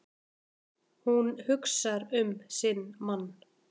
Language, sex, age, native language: Icelandic, male, 10, Icelandic